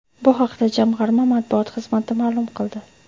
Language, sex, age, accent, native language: Uzbek, female, 18-24, Toshkent shahri, Uzbek